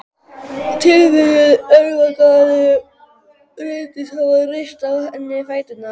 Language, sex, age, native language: Icelandic, male, 12, Icelandic